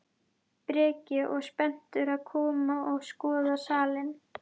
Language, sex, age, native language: Icelandic, female, 11, Icelandic